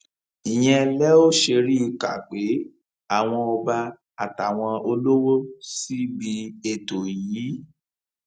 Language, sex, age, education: Yoruba, male, 30-45, tertiary